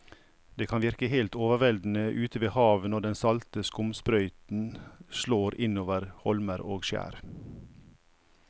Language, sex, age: Norwegian, male, 55